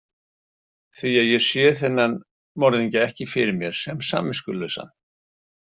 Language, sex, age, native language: Icelandic, male, 60-69, Icelandic